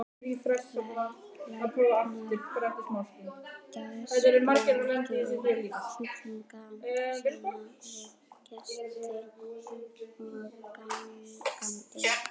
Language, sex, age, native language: Icelandic, female, 12, Icelandic